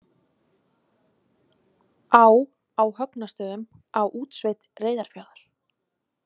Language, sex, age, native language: Icelandic, female, 30-39, Icelandic